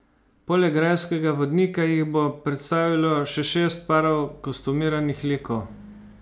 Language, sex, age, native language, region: Slovenian, male, 50-59, Slovenian, Savinja region